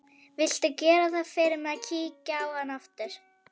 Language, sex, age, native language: Icelandic, female, 11, Icelandic